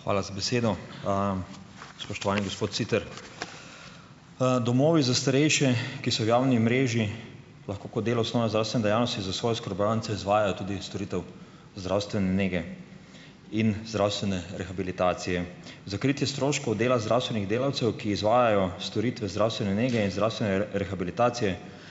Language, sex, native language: Slovenian, male, Slovenian